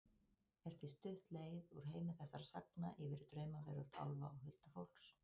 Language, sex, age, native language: Icelandic, female, 50-59, Icelandic